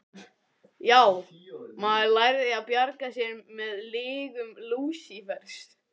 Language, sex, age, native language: Icelandic, male, 14, Icelandic